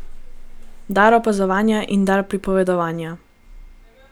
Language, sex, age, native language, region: Slovenian, female, 18-29, Slovenian, Gorenjska region